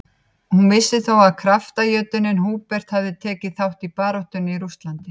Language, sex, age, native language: Icelandic, female, 50-59, Icelandic